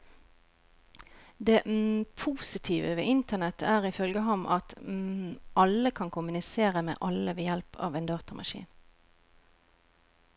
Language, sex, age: Norwegian, female, 41